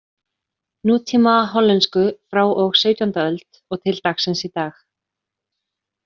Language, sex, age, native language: Icelandic, female, 30-39, Icelandic